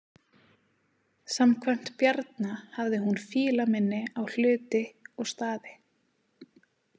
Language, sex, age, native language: Icelandic, female, 30-39, Icelandic